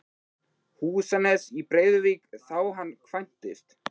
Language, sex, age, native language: Icelandic, male, 13, Icelandic